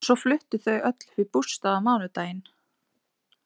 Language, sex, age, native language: Icelandic, female, 20-29, Icelandic